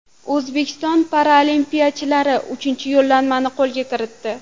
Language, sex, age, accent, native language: Uzbek, female, 12-17, Toshkent shahri, Uzbek